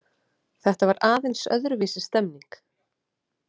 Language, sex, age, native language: Icelandic, female, 30-39, Icelandic